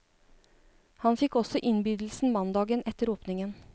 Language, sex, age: Norwegian, female, 36